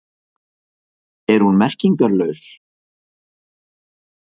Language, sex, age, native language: Icelandic, male, 50-59, Icelandic